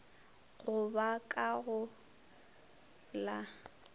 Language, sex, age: Northern Sotho, female, 25